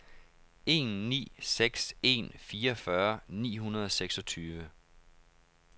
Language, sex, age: Danish, male, 31